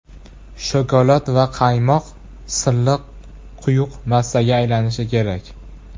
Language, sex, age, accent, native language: Uzbek, male, under 19, Farg'ona, Uzbek